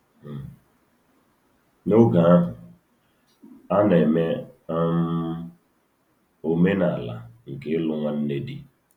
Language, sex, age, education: Igbo, male, 30-45, tertiary